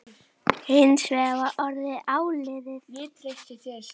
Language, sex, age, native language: Icelandic, female, 10, Icelandic